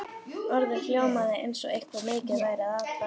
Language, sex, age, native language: Icelandic, female, 11, Icelandic